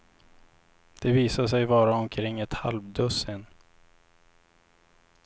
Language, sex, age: Swedish, male, 26